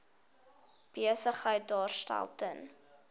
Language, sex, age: Afrikaans, female, 21